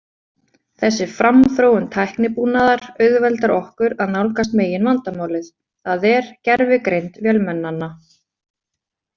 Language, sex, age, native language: Icelandic, female, 20-29, Icelandic